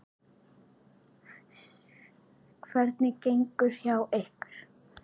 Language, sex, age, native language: Icelandic, male, 8, Icelandic